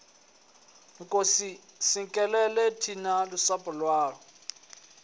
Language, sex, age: Venda, male, 20